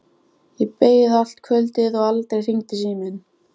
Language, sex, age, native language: Icelandic, female, 14, Icelandic